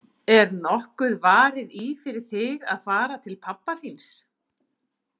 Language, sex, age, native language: Icelandic, female, 40-49, Icelandic